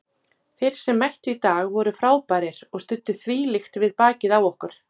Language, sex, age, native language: Icelandic, female, 40-49, Icelandic